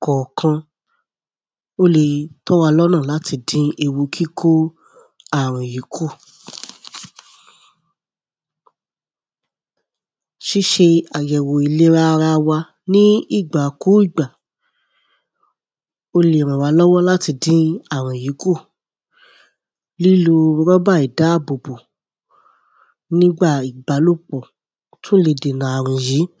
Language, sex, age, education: Yoruba, female, 30-45, tertiary